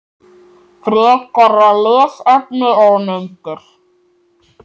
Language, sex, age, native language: Icelandic, male, 7, Icelandic